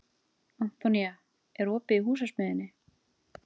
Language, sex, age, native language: Icelandic, female, 30-39, Icelandic